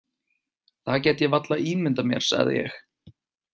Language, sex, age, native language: Icelandic, male, 20-29, Icelandic